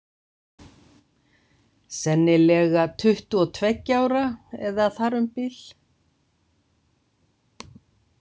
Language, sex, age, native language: Icelandic, female, 60-69, Icelandic